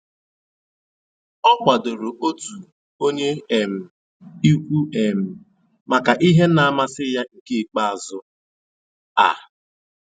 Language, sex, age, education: Igbo, male, 15-29, tertiary